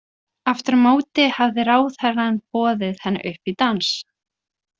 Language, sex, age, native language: Icelandic, female, 20-29, Icelandic